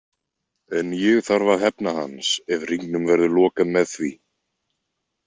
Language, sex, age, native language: Icelandic, male, 20-29, Icelandic